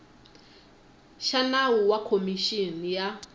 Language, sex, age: Tsonga, female, 19